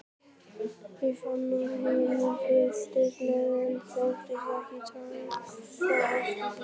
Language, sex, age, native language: Icelandic, male, 18-19, Icelandic